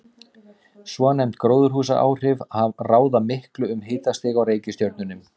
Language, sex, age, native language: Icelandic, male, 30-39, Icelandic